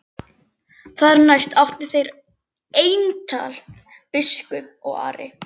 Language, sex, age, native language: Icelandic, female, 11, Icelandic